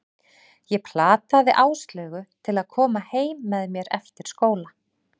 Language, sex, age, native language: Icelandic, female, 40-49, Icelandic